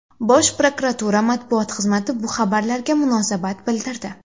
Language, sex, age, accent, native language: Uzbek, female, 19-29, Xorazm, Uzbek